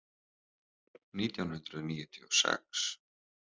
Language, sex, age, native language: Icelandic, male, 30-39, Icelandic